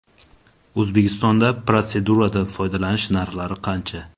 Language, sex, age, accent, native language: Uzbek, male, 19-29, Qashqadaryo, Uzbek